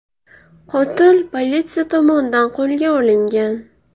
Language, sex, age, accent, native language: Uzbek, female, 18-24, Navoiy, Uzbek